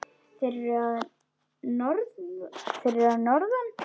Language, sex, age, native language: Icelandic, female, 10, Icelandic